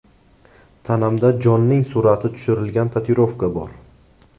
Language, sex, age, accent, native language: Uzbek, male, 18-24, Navoiy, Uzbek